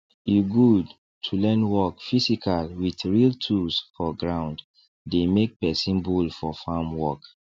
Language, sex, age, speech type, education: Nigerian Pidgin, male, 30-45, spontaneous, tertiary